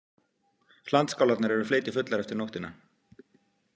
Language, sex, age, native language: Icelandic, male, 50-59, Icelandic